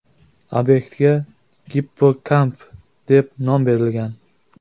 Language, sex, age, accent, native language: Uzbek, male, 18-24, Jizzax, Uzbek